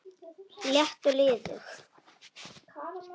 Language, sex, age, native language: Icelandic, female, 9, Icelandic